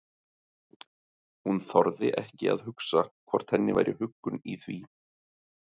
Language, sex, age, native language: Icelandic, male, 30-39, Icelandic